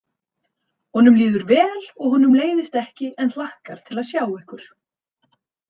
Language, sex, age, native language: Icelandic, female, 30-39, Icelandic